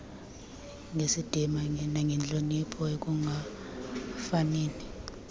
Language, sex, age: Xhosa, female, 23